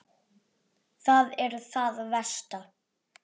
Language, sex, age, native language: Icelandic, male, 8, Icelandic